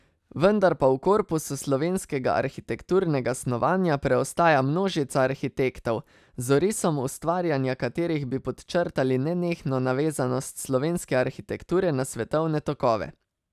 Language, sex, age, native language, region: Slovenian, male, 30-49, Slovenian, Savinja region